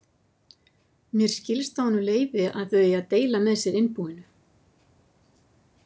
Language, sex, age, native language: Icelandic, female, 50-59, Icelandic